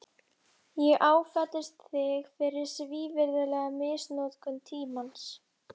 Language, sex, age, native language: Icelandic, female, 11, Icelandic